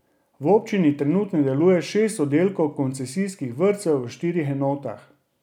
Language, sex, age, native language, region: Slovenian, male, 30-49, Slovenian, Drava region